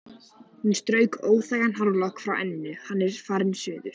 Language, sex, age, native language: Icelandic, male, 14, Icelandic